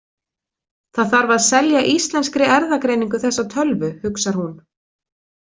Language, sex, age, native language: Icelandic, female, 20-29, Icelandic